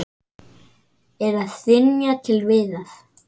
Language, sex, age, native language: Icelandic, male, 9, Icelandic